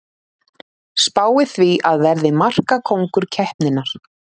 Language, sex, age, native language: Icelandic, female, 30-39, Icelandic